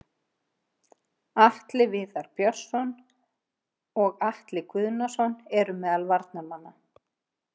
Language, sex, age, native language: Icelandic, female, 50-59, Icelandic